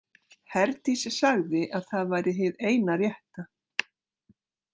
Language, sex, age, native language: Icelandic, female, 60-69, Icelandic